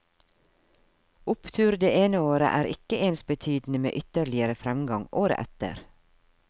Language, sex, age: Norwegian, female, 52